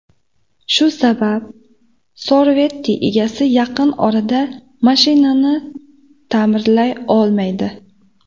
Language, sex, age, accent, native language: Uzbek, female, 18-24, Namangan, Uzbek